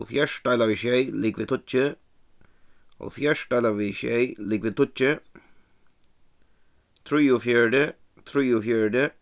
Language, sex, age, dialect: Faroese, male, 15-35, Suðuroy